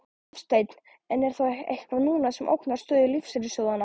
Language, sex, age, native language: Icelandic, male, 14, Polish